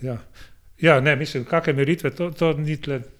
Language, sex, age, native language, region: Slovenian, male, 60+, Slovenian, Gorenjska region